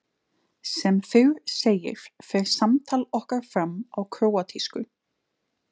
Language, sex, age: Icelandic, female, 20-29